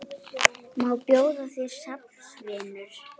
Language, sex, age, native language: Icelandic, female, 8, Icelandic